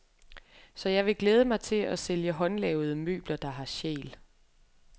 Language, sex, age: Danish, female, 23